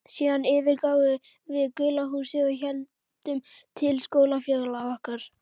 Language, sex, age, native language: Icelandic, female, 11, Icelandic